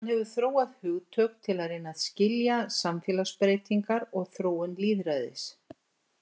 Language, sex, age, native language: Icelandic, female, 60-69, Icelandic